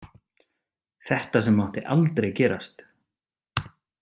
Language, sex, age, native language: Icelandic, male, 30-39, Icelandic